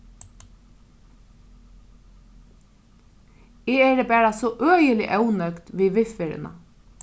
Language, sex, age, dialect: Faroese, female, 36-60, Norðurstreymoy/Eysturoy